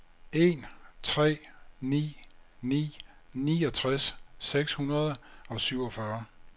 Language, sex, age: Danish, male, 56